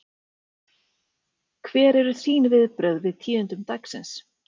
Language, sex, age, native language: Icelandic, female, 40-49, Icelandic